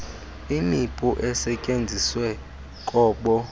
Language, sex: Xhosa, male